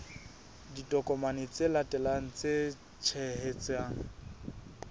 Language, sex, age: Southern Sotho, male, 20